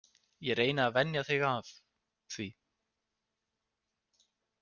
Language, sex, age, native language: Icelandic, male, 20-29, Icelandic